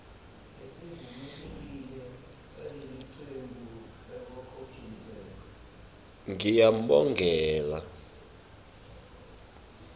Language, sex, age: Swati, male, 24